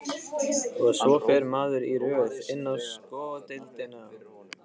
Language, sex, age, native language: Icelandic, male, 15, Icelandic